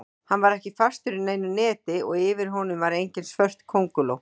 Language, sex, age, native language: Icelandic, female, 40-49, Icelandic